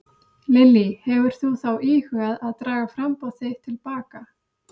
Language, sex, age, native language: Icelandic, female, 30-39, Icelandic